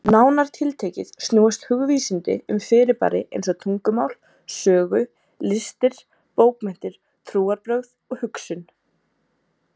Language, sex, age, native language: Icelandic, female, 20-29, Icelandic